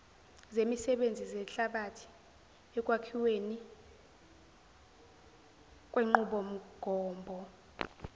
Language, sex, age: Zulu, female, 17